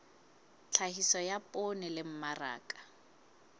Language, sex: Southern Sotho, female